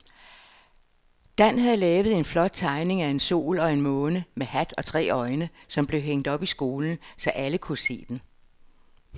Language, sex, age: Danish, female, 60